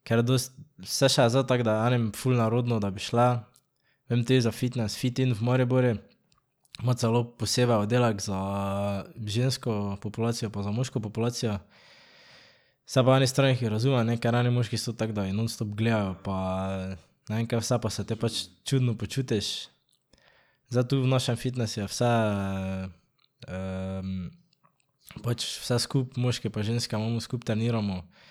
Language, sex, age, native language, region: Slovenian, male, 18-29, Slovenian, Drava region